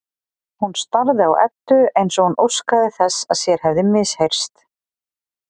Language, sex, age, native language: Icelandic, female, 40-49, Icelandic